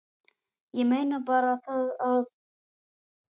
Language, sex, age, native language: Icelandic, female, 10, Icelandic